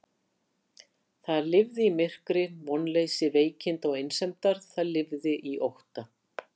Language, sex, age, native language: Icelandic, female, 60-69, Icelandic